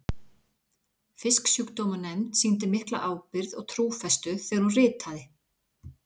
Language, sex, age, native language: Icelandic, female, 40-49, Icelandic